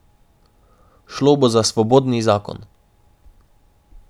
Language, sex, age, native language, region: Slovenian, male, 18-29, Slovenian, Drava region